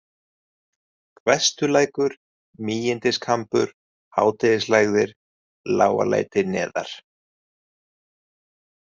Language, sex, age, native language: Icelandic, male, 30-39, Icelandic